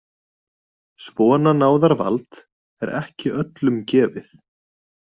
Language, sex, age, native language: Icelandic, male, 20-29, Icelandic